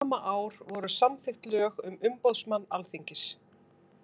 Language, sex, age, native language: Icelandic, female, 50-59, Icelandic